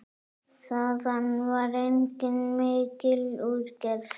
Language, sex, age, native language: Icelandic, female, 9, Icelandic